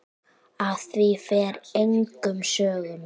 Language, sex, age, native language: Icelandic, female, 9, Icelandic